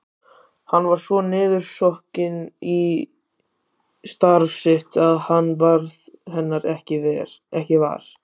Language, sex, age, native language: Icelandic, male, 18-19, Icelandic